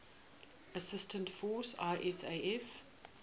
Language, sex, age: English, female, 18